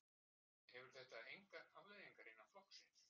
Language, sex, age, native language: Icelandic, male, 60-69, Icelandic